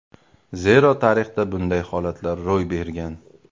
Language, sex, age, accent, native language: Uzbek, male, 25-34, Farg'ona, Uzbek